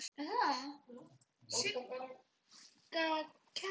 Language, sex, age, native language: Icelandic, female, 6, Icelandic